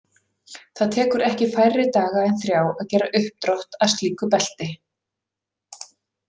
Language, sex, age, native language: Icelandic, female, 40-49, Icelandic